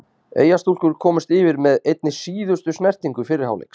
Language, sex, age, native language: Icelandic, male, 30-39, Icelandic